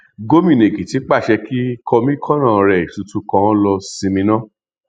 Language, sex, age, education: Yoruba, male, 46-60, tertiary